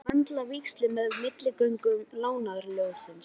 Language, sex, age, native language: Icelandic, male, 11, Icelandic